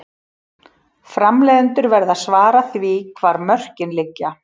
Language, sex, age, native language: Icelandic, female, 40-49, Icelandic